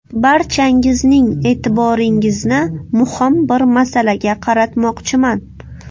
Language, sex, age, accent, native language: Uzbek, female, 18-24, Buxoro, Uzbek